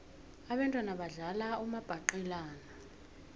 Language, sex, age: South Ndebele, female, 18